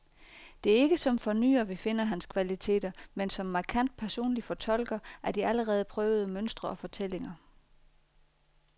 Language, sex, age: Danish, female, 40